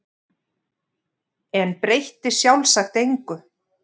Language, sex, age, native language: Icelandic, female, 50-59, Icelandic